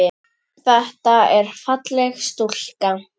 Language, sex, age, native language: Icelandic, female, 10, Icelandic